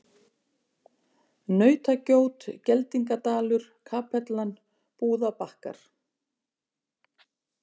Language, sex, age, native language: Icelandic, female, 50-59, Icelandic